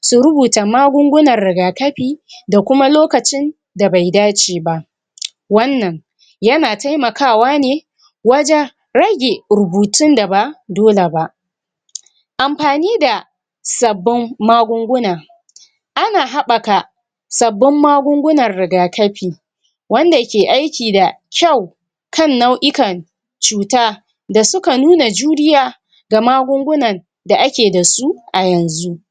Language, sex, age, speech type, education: Hausa, female, 46-60, spontaneous, tertiary